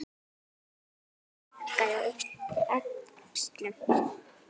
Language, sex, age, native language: Icelandic, female, 9, Icelandic